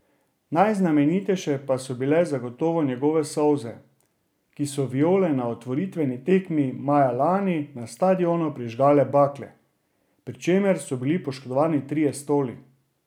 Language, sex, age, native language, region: Slovenian, male, 30-49, Slovenian, Drava region